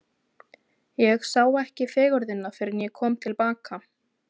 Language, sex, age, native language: Icelandic, female, 20-29, Icelandic